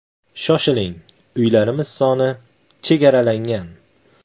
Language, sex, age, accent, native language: Uzbek, male, 19-29, Samarqand, Uzbek